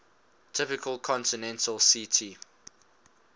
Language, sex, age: English, male, 19